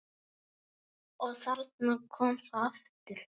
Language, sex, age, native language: Icelandic, male, 9, Icelandic